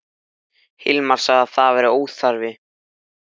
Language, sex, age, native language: Icelandic, male, 13, Icelandic